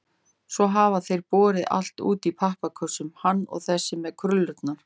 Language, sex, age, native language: Icelandic, female, 40-49, Icelandic